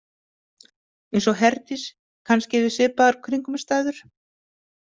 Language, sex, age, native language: Icelandic, female, 50-59, Icelandic